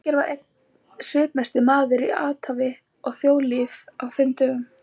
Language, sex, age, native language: Icelandic, female, 20-29, Icelandic